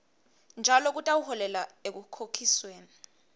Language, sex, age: Swati, female, 22